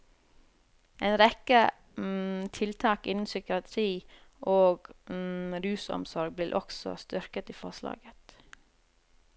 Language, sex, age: Norwegian, female, 30